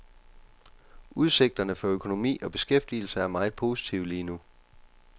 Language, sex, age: Danish, male, 29